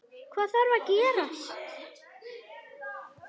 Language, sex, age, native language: Icelandic, female, 9, Icelandic